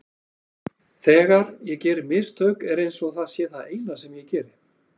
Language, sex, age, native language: Icelandic, male, 40-49, Icelandic